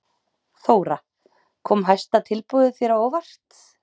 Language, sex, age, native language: Icelandic, female, 30-39, Icelandic